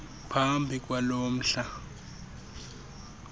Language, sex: Xhosa, male